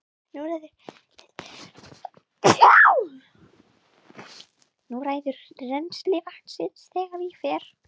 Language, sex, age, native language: Icelandic, female, 11, Icelandic